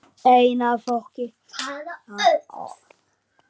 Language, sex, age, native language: Icelandic, female, 8, Icelandic